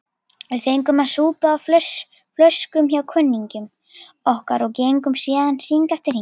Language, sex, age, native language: Icelandic, female, 40-49, Icelandic